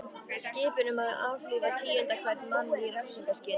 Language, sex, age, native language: Icelandic, female, 13, Icelandic